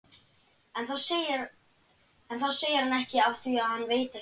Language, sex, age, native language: Icelandic, male, 12, Icelandic